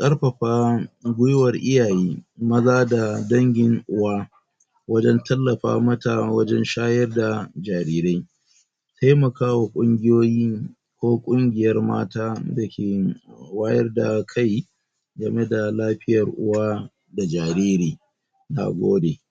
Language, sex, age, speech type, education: Hausa, male, 46-60, spontaneous, tertiary